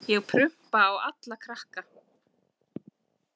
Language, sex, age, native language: Icelandic, female, 40-49, Icelandic